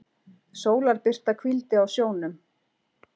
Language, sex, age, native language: Icelandic, female, 40-49, Icelandic